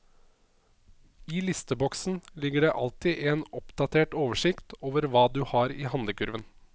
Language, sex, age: Norwegian, male, 27